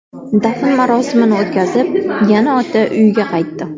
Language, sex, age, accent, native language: Uzbek, female, 19-29, Farg'ona, Uzbek